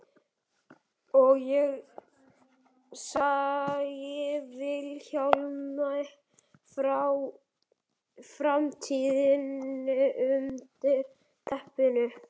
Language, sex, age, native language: Icelandic, male, 11, Icelandic